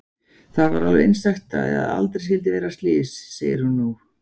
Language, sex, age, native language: Icelandic, male, 40-49, Icelandic